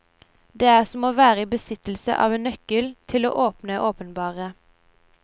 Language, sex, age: Norwegian, female, 17